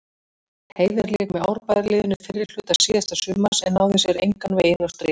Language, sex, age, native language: Icelandic, female, 40-49, Icelandic